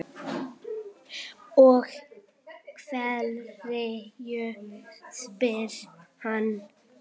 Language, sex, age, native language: Icelandic, male, 7, Icelandic